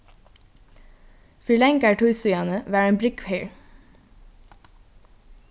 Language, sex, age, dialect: Faroese, female, 15-35, Norðurstreymoy/Eysturoy